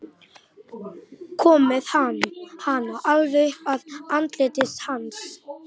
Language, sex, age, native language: Icelandic, male, 11, Icelandic